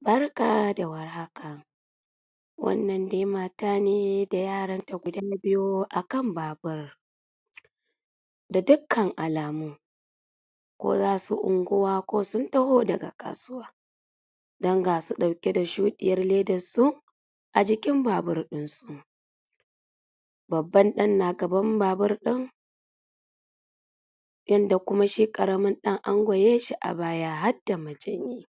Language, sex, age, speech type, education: Hausa, female, 30-45, spontaneous, tertiary